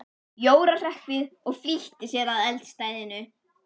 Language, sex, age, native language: Icelandic, female, 11, Icelandic